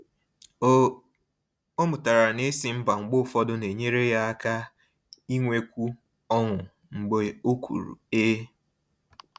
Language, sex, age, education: Igbo, male, 15-29, tertiary